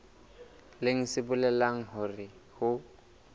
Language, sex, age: Southern Sotho, male, 22